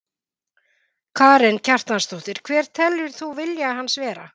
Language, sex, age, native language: Icelandic, female, 50-59, Icelandic